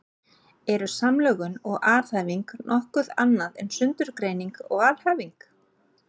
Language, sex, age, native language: Icelandic, female, 40-49, Icelandic